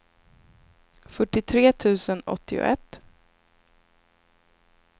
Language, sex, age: Swedish, female, 26